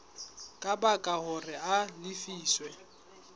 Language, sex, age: Southern Sotho, male, 21